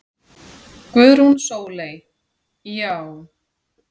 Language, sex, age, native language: Icelandic, female, 40-49, Icelandic